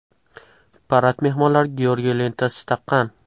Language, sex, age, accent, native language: Uzbek, male, 18-24, Toshkent shahri, Uzbek